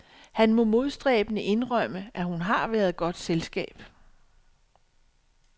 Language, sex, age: Danish, female, 62